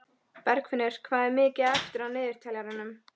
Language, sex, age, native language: Icelandic, female, 13, Icelandic